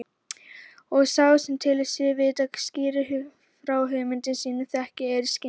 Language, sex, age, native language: Icelandic, female, 18-19, Icelandic